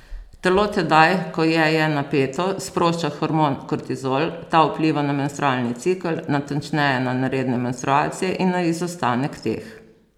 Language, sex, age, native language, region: Slovenian, female, 50-59, Slovenian, Posavska region